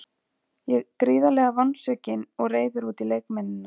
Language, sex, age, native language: Icelandic, female, 40-49, Icelandic